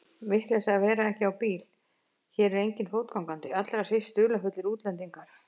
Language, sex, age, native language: Icelandic, female, 50-59, Icelandic